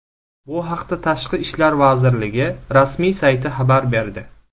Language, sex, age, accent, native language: Uzbek, male, 19-29, Samarqand, Uzbek